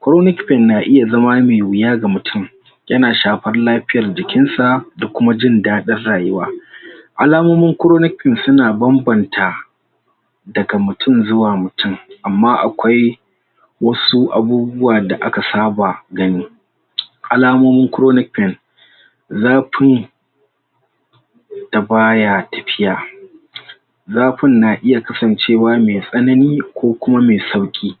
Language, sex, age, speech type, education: Hausa, male, 46-60, spontaneous, tertiary